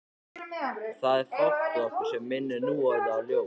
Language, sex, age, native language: Icelandic, male, 14, Icelandic